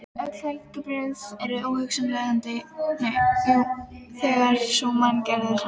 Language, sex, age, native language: Icelandic, female, 13, Icelandic